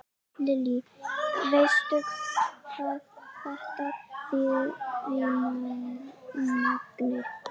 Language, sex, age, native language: Icelandic, female, 11, Icelandic